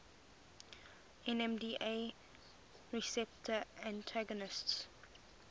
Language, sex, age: English, female, 20